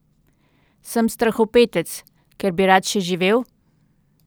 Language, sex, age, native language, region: Slovenian, female, 30-49, Slovenian, Central Slovenia